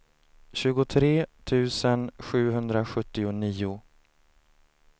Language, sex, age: Swedish, male, 30